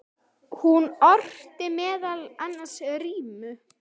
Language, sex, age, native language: Icelandic, female, 9, Icelandic